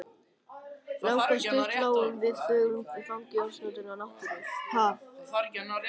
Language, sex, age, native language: Icelandic, male, 13, Icelandic